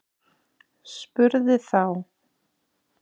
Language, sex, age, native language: Icelandic, male, 6, Icelandic